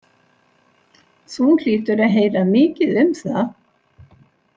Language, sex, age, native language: Icelandic, female, 60-69, Icelandic